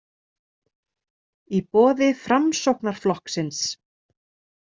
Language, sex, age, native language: Icelandic, female, 30-39, Icelandic